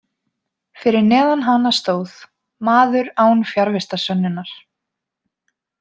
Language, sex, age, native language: Icelandic, female, 20-29, Icelandic